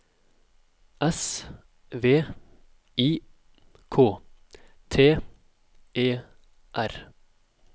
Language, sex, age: Norwegian, male, 27